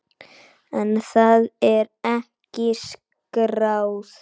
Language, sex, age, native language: Icelandic, male, 9, Icelandic